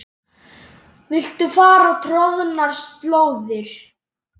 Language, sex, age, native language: Icelandic, male, 10, Icelandic